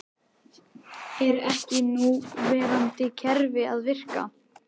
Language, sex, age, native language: Icelandic, male, 11, Icelandic